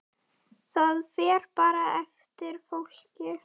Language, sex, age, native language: Icelandic, female, 10, Icelandic